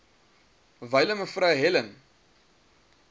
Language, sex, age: Afrikaans, male, 23